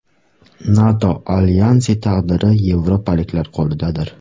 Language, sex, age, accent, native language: Uzbek, male, 18-24, Surxondaryo, Uzbek